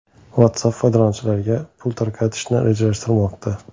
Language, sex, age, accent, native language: Uzbek, male, 18-24, Xorazm, Uzbek